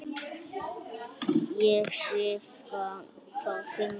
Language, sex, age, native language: Icelandic, male, 9, Icelandic